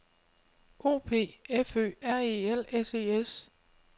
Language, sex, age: Danish, female, 25